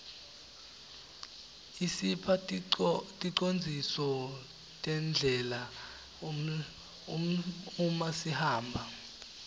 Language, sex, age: Swati, male, 18